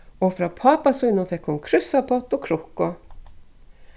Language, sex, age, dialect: Faroese, female, 36-60, Suðurstreymoy